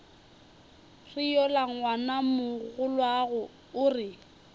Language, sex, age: Northern Sotho, female, 21